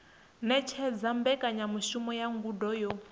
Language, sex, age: Venda, female, 22